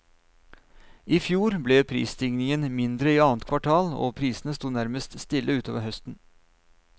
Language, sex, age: Norwegian, male, 39